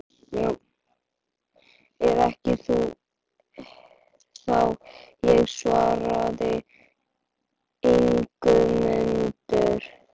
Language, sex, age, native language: Icelandic, male, 11, Icelandic